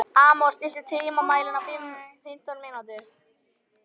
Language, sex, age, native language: Icelandic, male, 11, Icelandic